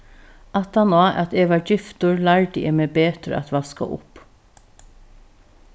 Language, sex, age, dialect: Faroese, female, 36-60, Norðurstreymoy/Eysturoy